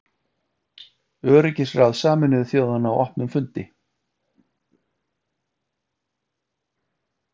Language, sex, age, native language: Icelandic, male, 50-59, Icelandic